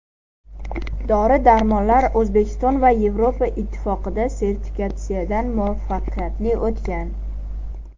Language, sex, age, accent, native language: Uzbek, male, under 19, Toshkent viloyati, Uzbek